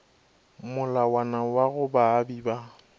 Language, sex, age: Northern Sotho, male, 24